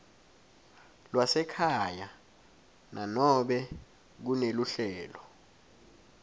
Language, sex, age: Swati, male, 21